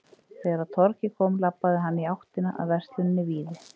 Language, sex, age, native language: Icelandic, female, 30-39, Icelandic